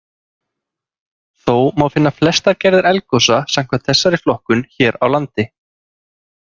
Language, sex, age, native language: Icelandic, male, 30-39, Icelandic